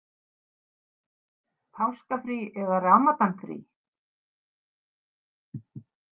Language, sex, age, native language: Icelandic, female, 50-59, Icelandic